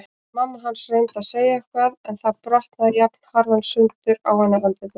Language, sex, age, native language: Icelandic, female, 18-19, Icelandic